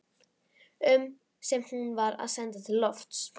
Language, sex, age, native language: Icelandic, female, 11, Icelandic